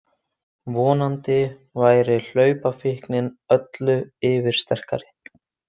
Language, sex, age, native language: Icelandic, male, 20-29, Icelandic